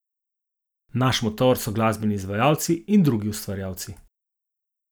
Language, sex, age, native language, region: Slovenian, male, 50-59, Slovenian, Zasavska region